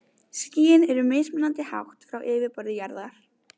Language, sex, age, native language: Icelandic, female, 20-29, Icelandic